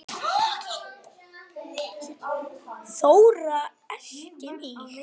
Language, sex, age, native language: Icelandic, other, 9, Icelandic